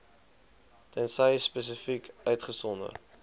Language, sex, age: Afrikaans, male, 20